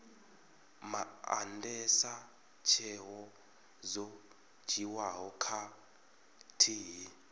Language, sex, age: Venda, male, 33